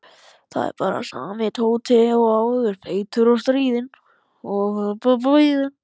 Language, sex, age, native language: Icelandic, male, 14, Icelandic